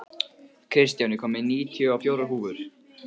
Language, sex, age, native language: Icelandic, male, 15, Icelandic